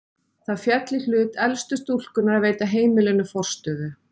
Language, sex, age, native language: Icelandic, female, 40-49, Icelandic